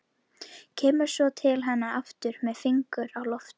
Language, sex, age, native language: Icelandic, female, 11, Icelandic